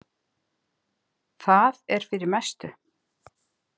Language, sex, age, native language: Icelandic, female, 50-59, Icelandic